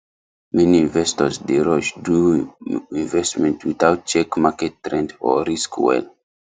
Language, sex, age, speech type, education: Nigerian Pidgin, male, 15-29, spontaneous, tertiary